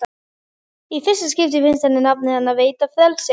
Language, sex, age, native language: Icelandic, female, 11, Icelandic